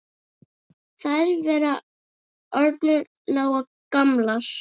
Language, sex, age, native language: Icelandic, female, 8, Icelandic